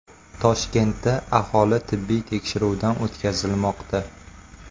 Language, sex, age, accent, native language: Uzbek, male, 25-34, Qashqadaryo, Uzbek